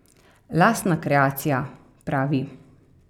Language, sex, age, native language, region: Slovenian, female, 30-49, Slovenian, Carinthia region